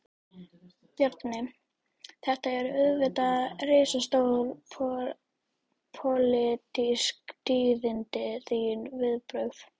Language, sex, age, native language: Icelandic, female, 12, Icelandic